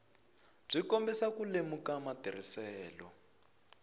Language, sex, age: Tsonga, male, 20